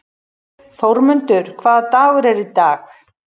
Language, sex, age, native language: Icelandic, female, 40-49, Icelandic